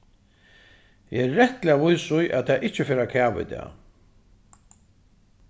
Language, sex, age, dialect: Faroese, male, 36-60, Suðuroy